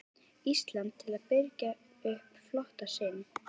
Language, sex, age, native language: Icelandic, female, 11, Icelandic